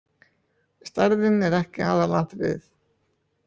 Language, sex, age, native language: Icelandic, male, 18-19, Icelandic